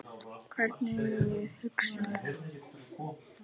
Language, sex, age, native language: Icelandic, male, 9, Icelandic